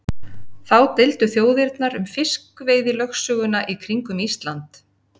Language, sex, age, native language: Icelandic, female, 50-59, Icelandic